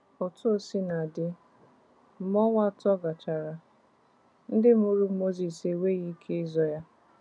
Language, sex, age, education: Igbo, female, 15-29, tertiary